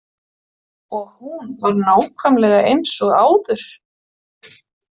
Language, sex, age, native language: Icelandic, female, 40-49, Icelandic